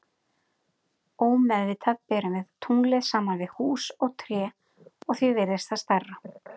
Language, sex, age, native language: Icelandic, female, 40-49, Icelandic